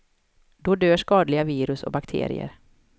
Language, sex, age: Swedish, female, 31